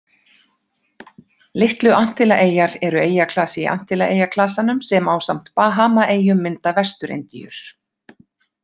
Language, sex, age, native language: Icelandic, female, 50-59, Icelandic